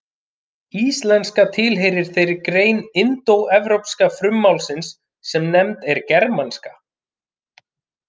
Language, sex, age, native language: Icelandic, male, 30-39, Icelandic